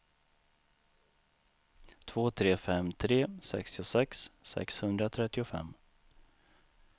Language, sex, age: Swedish, male, 39